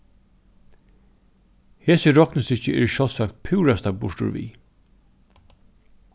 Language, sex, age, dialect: Faroese, male, 36-60, Norðurstreymoy/Eysturoy